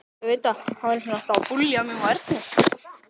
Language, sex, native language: Icelandic, other, Icelandic